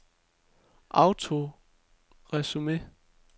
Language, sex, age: Danish, male, 33